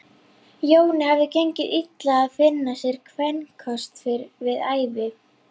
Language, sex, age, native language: Icelandic, female, 11, Icelandic